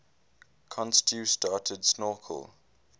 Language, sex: English, male